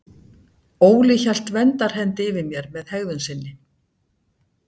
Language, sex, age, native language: Icelandic, female, 60-69, Icelandic